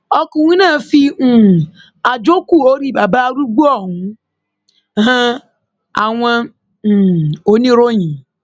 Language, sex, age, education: Yoruba, female, 15-29, tertiary